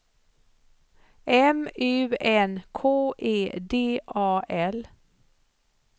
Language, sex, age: Swedish, female, 54